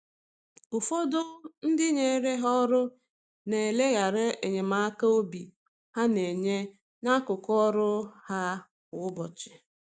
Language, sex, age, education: Igbo, female, 30-45, tertiary